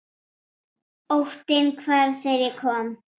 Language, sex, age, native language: Icelandic, female, 8, Icelandic